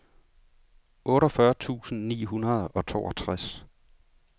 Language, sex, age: Danish, male, 35